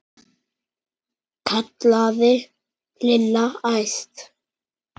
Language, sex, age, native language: Icelandic, male, 9, Icelandic